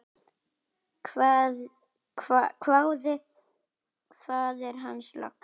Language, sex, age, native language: Icelandic, female, 10, Icelandic